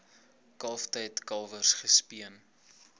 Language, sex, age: Afrikaans, male, 21